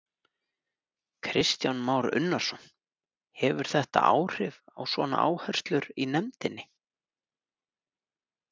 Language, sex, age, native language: Icelandic, male, 30-39, Icelandic